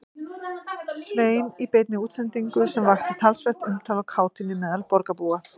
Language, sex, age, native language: Icelandic, female, 50-59, Icelandic